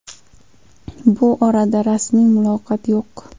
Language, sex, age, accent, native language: Uzbek, female, 18-24, Andijon, Uzbek